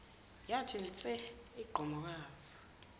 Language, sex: Zulu, female